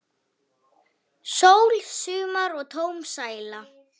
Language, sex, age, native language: Icelandic, female, 9, Icelandic